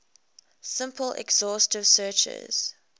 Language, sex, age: English, female, 21